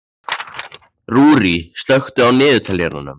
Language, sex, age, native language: Icelandic, male, 14, Icelandic